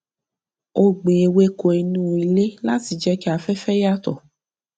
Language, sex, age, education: Yoruba, female, 15-29, tertiary